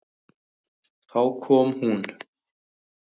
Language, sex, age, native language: Icelandic, male, 18-19, Icelandic